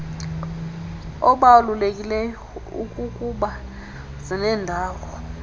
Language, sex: Xhosa, female